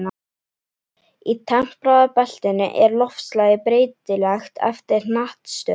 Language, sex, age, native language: Icelandic, female, 11, Icelandic